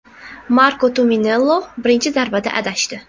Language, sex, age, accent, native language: Uzbek, female, 18-24, Buxoro, Uzbek